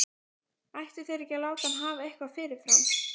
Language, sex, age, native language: Icelandic, male, 14, Icelandic